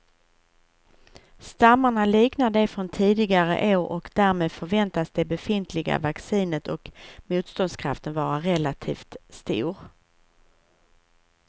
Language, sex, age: Swedish, female, 41